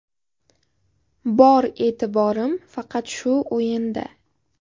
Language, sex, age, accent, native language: Uzbek, female, under 19, Qashqadaryo, Uzbek